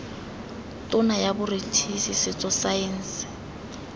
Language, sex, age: Tswana, female, 18